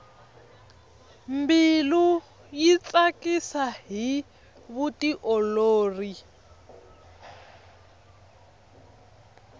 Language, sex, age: Tsonga, female, 25